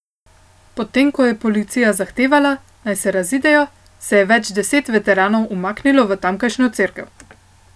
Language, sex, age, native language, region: Slovenian, female, 18-29, Slovenian, Central Slovenia